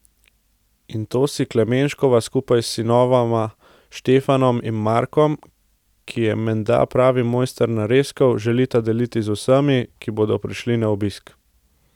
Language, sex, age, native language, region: Slovenian, male, 18-29, Slovenian, Central Slovenia